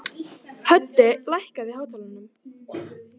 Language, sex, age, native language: Icelandic, female, 18-19, Icelandic